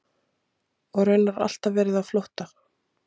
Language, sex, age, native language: Icelandic, female, 30-39, Icelandic